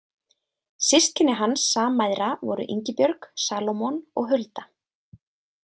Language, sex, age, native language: Icelandic, female, 20-29, Icelandic